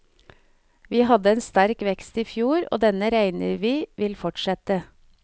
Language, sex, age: Norwegian, female, 49